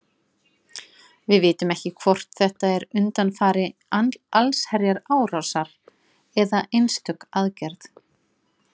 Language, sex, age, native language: Icelandic, female, 40-49, Icelandic